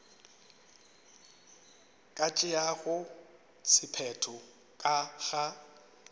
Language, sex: Northern Sotho, male